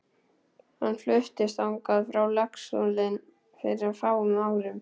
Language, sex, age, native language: Icelandic, male, 12, Icelandic